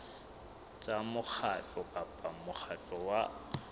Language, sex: Southern Sotho, male